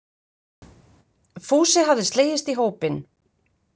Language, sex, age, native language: Icelandic, female, 50-59, Icelandic